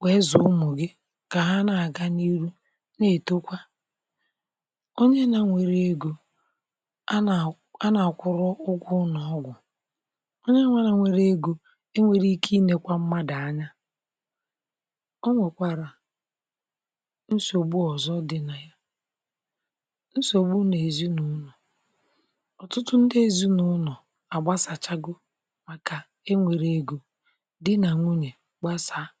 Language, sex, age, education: Igbo, female, 60+, tertiary